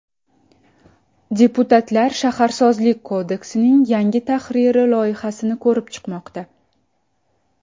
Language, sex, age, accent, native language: Uzbek, female, 19-29, Samarqand, Uzbek